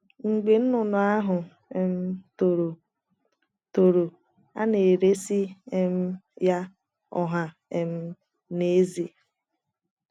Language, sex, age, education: Igbo, female, 15-29, tertiary